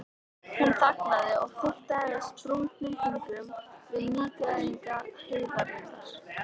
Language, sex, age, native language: Icelandic, female, 13, Icelandic